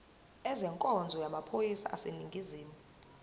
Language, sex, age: Zulu, female, 22